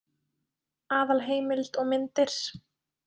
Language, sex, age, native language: Icelandic, female, 20-29, Icelandic